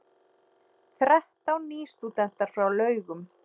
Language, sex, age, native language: Icelandic, female, 40-49, Icelandic